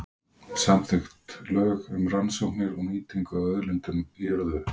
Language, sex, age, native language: Icelandic, male, 40-49, Icelandic